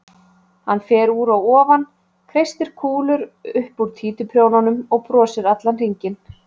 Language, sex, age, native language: Icelandic, female, 30-39, Icelandic